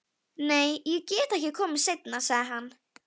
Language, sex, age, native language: Icelandic, female, 11, Icelandic